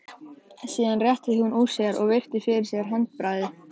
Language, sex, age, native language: Icelandic, male, 13, Icelandic